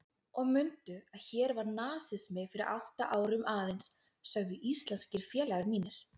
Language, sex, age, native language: Icelandic, female, 20-29, Icelandic